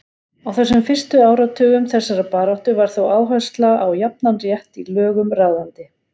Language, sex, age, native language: Icelandic, female, 40-49, Icelandic